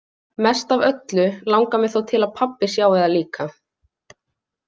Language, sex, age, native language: Icelandic, female, 20-29, Icelandic